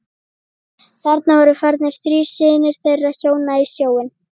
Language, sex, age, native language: Icelandic, female, 12, Icelandic